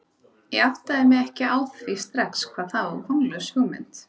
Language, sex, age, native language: Icelandic, female, 30-39, Icelandic